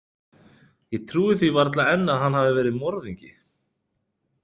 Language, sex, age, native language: Icelandic, male, 30-39, Icelandic